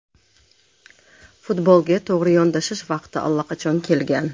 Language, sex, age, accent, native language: Uzbek, female, 35+, Namangan, Uzbek